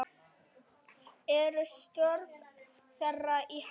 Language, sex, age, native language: Icelandic, female, 10, Icelandic